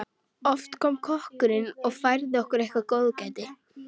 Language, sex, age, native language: Icelandic, female, 12, Icelandic